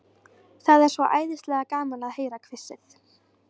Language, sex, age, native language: Icelandic, female, 13, Icelandic